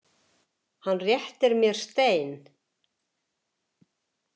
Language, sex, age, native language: Icelandic, female, 70-79, Icelandic